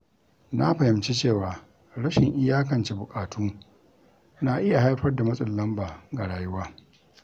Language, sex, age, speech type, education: Hausa, male, 60+, read, tertiary